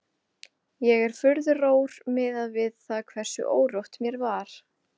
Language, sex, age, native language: Icelandic, female, 20-29, Icelandic